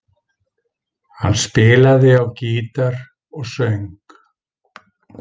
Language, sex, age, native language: Icelandic, male, 50-59, Icelandic